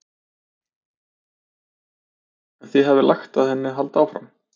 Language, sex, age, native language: Icelandic, male, 30-39, Icelandic